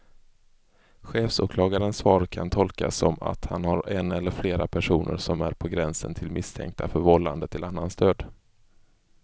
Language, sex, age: Swedish, male, 24